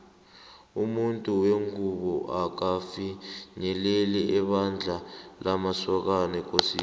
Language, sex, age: South Ndebele, male, 18